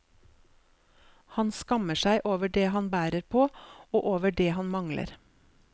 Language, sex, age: Norwegian, female, 47